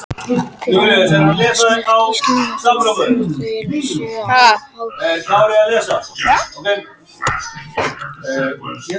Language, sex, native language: Icelandic, other, Icelandic